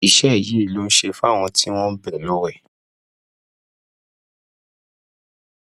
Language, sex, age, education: Yoruba, male, 15-29, tertiary